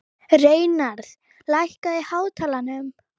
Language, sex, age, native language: Icelandic, female, 11, Icelandic